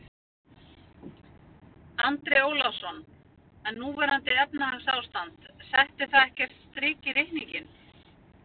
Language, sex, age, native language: Icelandic, female, 50-59, Icelandic